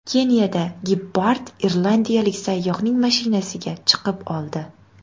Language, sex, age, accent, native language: Uzbek, female, 18-24, Namangan, Uzbek